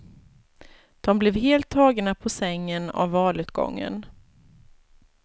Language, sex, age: Swedish, female, 36